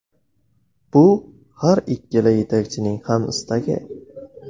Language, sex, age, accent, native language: Uzbek, male, 25-34, Navoiy, Uzbek